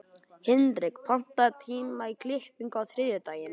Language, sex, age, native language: Icelandic, male, 11, Icelandic